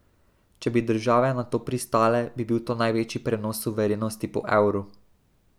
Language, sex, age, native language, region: Slovenian, male, 18-29, Slovenian, Drava region